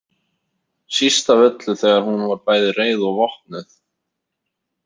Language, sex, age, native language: Icelandic, male, 30-39, Icelandic